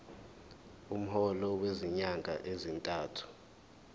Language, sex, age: Zulu, male, 21